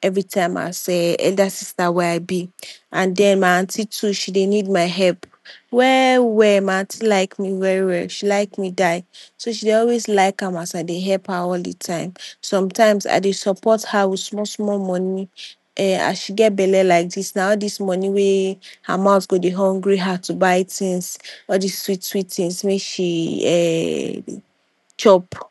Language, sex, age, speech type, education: Nigerian Pidgin, female, 46-60, spontaneous, tertiary